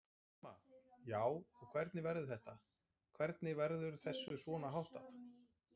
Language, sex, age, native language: Icelandic, male, 40-49, Icelandic